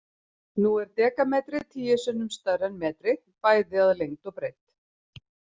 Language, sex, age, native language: Icelandic, female, 50-59, Icelandic